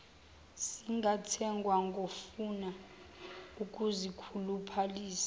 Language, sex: Zulu, female